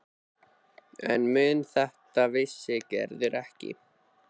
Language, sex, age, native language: Icelandic, male, 13, Icelandic